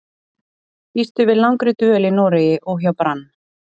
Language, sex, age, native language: Icelandic, female, 30-39, Icelandic